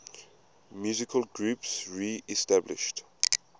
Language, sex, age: English, male, 22